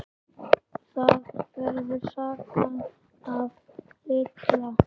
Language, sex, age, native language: Icelandic, male, 10, Icelandic